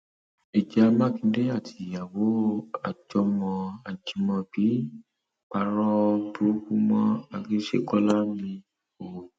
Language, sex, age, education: Yoruba, male, 30-45, secondary